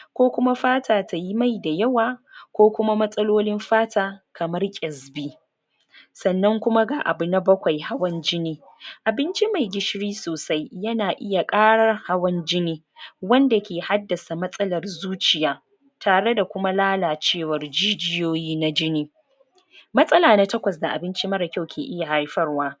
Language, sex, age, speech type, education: Hausa, female, 30-45, spontaneous, tertiary